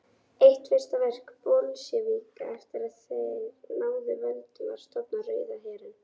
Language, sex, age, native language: Icelandic, female, 18-19, Icelandic